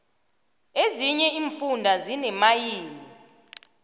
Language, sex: South Ndebele, female